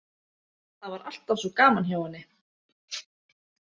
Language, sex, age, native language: Icelandic, female, 30-39, Icelandic